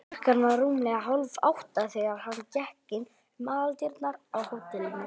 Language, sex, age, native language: Icelandic, male, 20-29, Icelandic